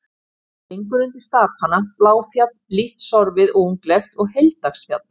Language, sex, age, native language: Icelandic, female, 50-59, Icelandic